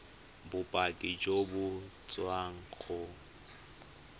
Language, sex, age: Tswana, male, 25